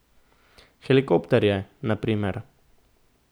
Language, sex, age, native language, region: Slovenian, male, 18-29, Slovenian, Central Slovenia